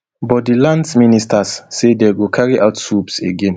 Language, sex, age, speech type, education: Nigerian Pidgin, male, 30-45, spontaneous, tertiary